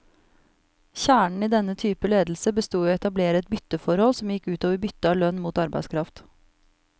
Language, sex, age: Norwegian, female, 34